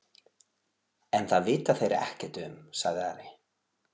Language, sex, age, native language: Icelandic, male, 40-49, Portuguese